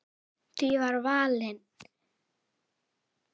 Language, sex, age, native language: Icelandic, female, 10, Icelandic